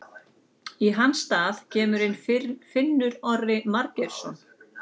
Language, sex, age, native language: Icelandic, female, 40-49, Icelandic